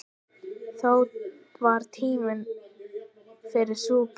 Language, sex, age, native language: Icelandic, female, 10, Icelandic